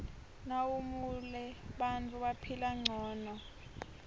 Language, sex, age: Swati, female, 24